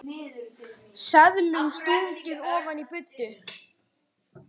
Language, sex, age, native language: Icelandic, male, 9, Icelandic